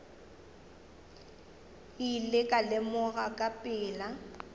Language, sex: Northern Sotho, female